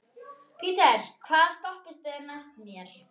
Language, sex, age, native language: Icelandic, female, 11, Icelandic